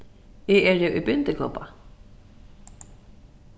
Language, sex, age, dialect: Faroese, female, 15-35, Suðurstreymoy